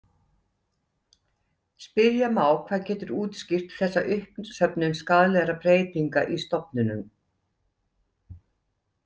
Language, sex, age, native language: Icelandic, female, 60-69, Icelandic